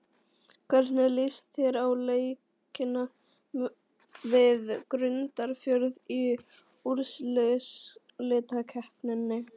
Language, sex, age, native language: Icelandic, female, 11, Icelandic